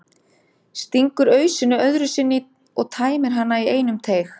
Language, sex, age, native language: Icelandic, female, 30-39, Icelandic